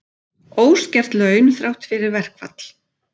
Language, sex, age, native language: Icelandic, female, 40-49, Icelandic